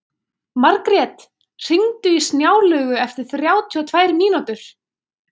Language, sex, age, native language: Icelandic, female, 20-29, Icelandic